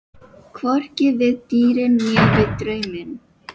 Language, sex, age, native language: Icelandic, female, 12, Filipino